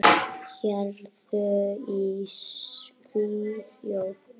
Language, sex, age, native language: Icelandic, female, 9, Icelandic